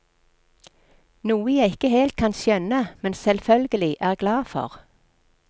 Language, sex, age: Norwegian, female, 46